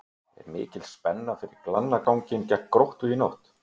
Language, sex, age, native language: Icelandic, male, 30-39, Icelandic